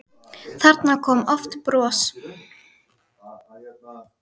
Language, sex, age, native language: Icelandic, female, 10, Icelandic